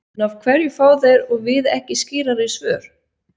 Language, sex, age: Icelandic, female, 40-49